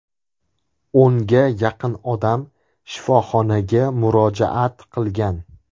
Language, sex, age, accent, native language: Uzbek, male, 18-24, Andijon, Uzbek